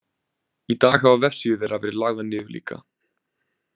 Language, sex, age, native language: Icelandic, male, 20-29, Icelandic